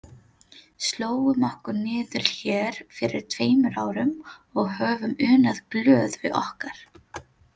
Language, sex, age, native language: Icelandic, female, 30-39, Filipino